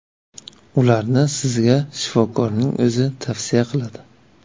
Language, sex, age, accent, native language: Uzbek, male, 25-34, Navoiy, Uzbek